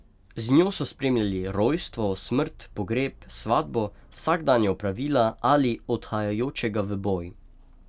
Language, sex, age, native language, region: Slovenian, male, 18-29, Slovenian, Pomurje region